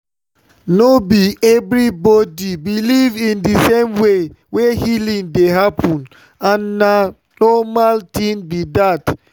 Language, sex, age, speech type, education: Nigerian Pidgin, male, 30-45, spontaneous, tertiary